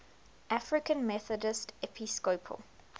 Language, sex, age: English, female, 21